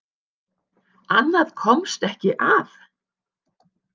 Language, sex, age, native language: Icelandic, female, 60-69, Icelandic